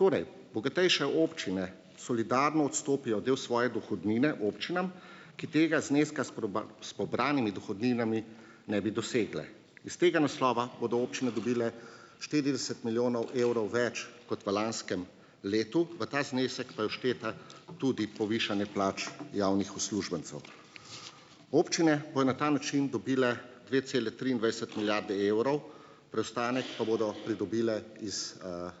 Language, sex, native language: Slovenian, male, Slovenian